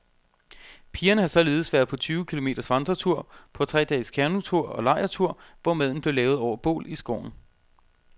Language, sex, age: Danish, male, 32